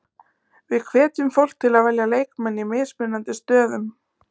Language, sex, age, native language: Icelandic, female, 20-29, Icelandic